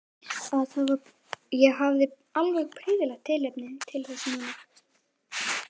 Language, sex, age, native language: Icelandic, male, 11, Icelandic